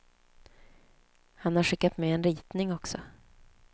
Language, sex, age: Swedish, female, 29